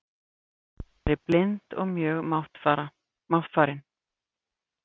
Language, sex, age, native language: Icelandic, female, 50-59, Icelandic